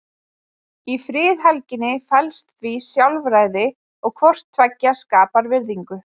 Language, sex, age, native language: Icelandic, female, 20-29, Icelandic